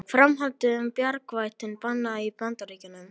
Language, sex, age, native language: Icelandic, female, 18-19, Icelandic